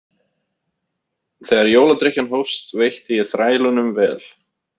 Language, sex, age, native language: Icelandic, male, 30-39, Icelandic